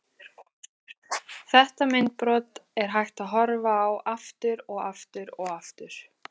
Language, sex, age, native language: Icelandic, female, 20-29, Icelandic